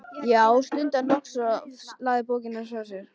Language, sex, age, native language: Icelandic, female, 13, Icelandic